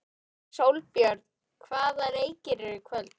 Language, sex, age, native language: Icelandic, female, 12, Icelandic